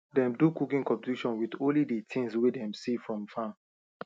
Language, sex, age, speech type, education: Nigerian Pidgin, male, 30-45, spontaneous, tertiary